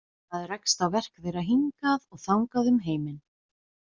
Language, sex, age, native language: Icelandic, female, 20-29, Icelandic